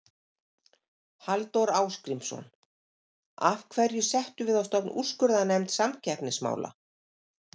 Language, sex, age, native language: Icelandic, female, 50-59, Icelandic